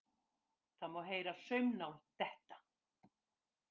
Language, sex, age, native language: Icelandic, female, 50-59, Icelandic